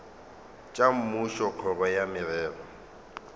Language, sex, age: Northern Sotho, male, 35